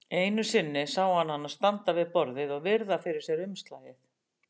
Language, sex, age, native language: Icelandic, female, 60-69, Icelandic